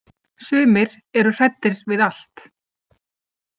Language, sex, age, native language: Icelandic, female, 30-39, Icelandic